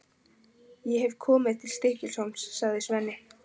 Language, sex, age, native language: Icelandic, female, 15, Icelandic